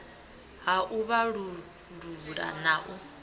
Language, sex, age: Venda, female, 25